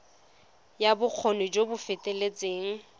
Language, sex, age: Tswana, female, 25